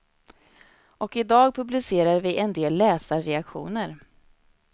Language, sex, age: Swedish, female, 29